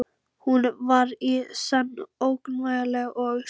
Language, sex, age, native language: Icelandic, female, 11, Icelandic